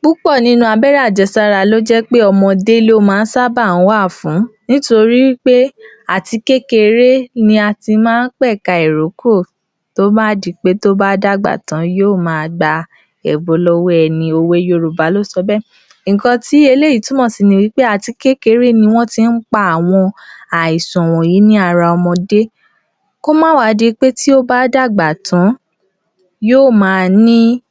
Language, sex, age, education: Yoruba, female, 46-60, tertiary